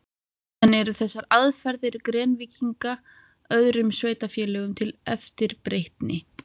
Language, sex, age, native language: Icelandic, female, 30-39, Icelandic